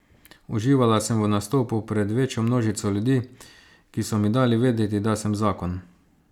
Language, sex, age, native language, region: Slovenian, male, 30-49, Slovenian, Savinja region